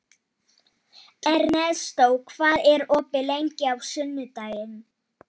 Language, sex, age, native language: Icelandic, male, 12, Polish